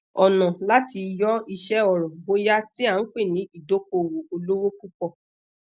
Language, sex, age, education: Yoruba, female, 15-29, tertiary